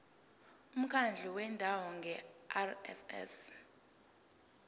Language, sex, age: Zulu, female, 22